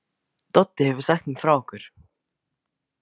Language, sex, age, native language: Icelandic, male, 15, Icelandic